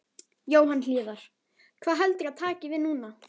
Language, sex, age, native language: Icelandic, female, 12, Icelandic